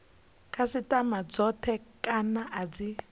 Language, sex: Venda, female